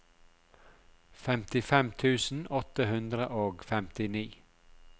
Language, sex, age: Norwegian, male, 42